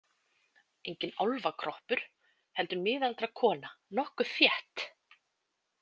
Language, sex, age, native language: Icelandic, female, 20-29, Icelandic